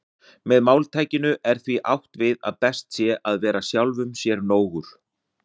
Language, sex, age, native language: Icelandic, male, 40-49, Icelandic